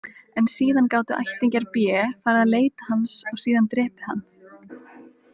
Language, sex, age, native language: Icelandic, female, 20-29, Icelandic